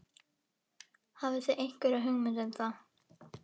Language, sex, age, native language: Icelandic, female, 11, Icelandic